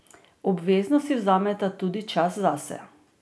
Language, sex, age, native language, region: Slovenian, female, 50-59, Slovenian, Drava region